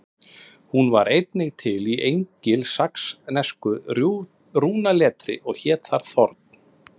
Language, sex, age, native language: Icelandic, male, 30-39, Icelandic